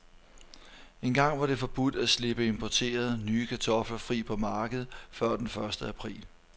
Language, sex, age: Danish, male, 43